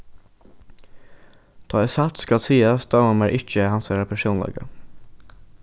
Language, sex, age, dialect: Faroese, male, 15-35, Norðurstreymoy/Eysturoy